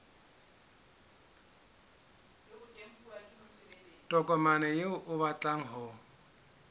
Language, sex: Southern Sotho, male